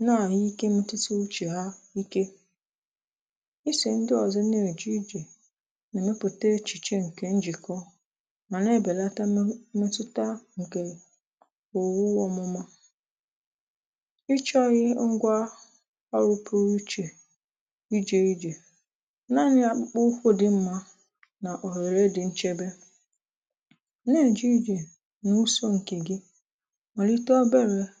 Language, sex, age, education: Igbo, female, 15-29, tertiary